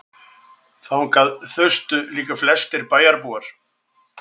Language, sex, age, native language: Icelandic, male, 60-69, Icelandic